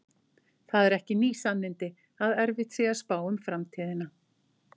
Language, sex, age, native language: Icelandic, female, 50-59, Icelandic